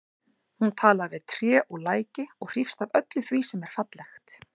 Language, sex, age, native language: Icelandic, female, 40-49, Icelandic